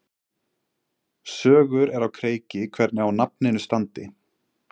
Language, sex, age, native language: Icelandic, male, 20-29, Icelandic